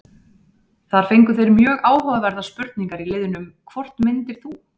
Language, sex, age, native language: Icelandic, female, 30-39, Icelandic